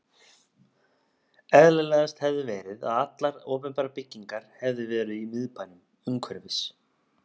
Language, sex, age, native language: Icelandic, male, 30-39, Icelandic